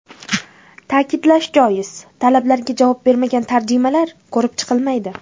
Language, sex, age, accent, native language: Uzbek, female, under 19, Jizzax, Uzbek